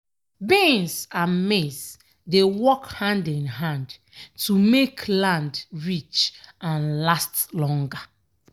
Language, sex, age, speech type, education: Nigerian Pidgin, female, 15-29, spontaneous, tertiary